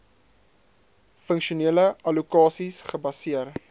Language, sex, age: Afrikaans, male, 22